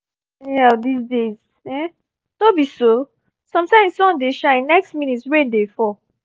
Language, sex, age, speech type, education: Nigerian Pidgin, female, 15-29, spontaneous, tertiary